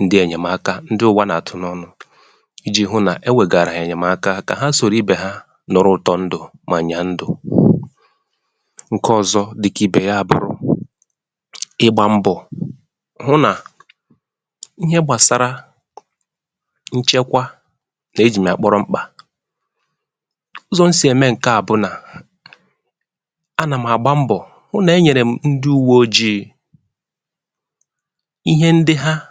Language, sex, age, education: Igbo, male, 30-45, tertiary